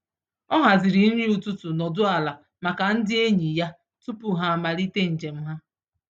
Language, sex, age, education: Igbo, female, 30-45, tertiary